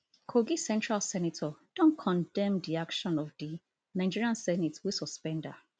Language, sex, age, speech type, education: Nigerian Pidgin, female, 30-45, spontaneous, tertiary